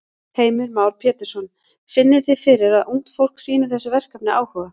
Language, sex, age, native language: Icelandic, female, 40-49, Icelandic